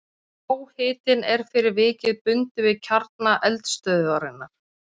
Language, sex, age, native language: Icelandic, female, 30-39, Icelandic